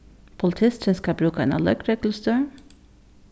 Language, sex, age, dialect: Faroese, female, 15-35, Suðurstreymoy